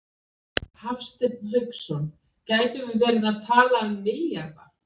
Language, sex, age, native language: Icelandic, female, 40-49, Icelandic